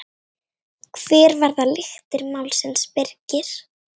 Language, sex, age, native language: Icelandic, female, 9, Icelandic